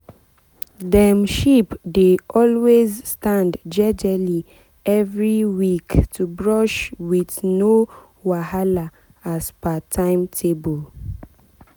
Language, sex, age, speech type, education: Nigerian Pidgin, female, 15-29, spontaneous, tertiary